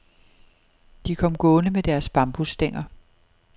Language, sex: Danish, female